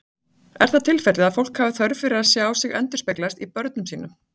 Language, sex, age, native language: Icelandic, female, 40-49, Icelandic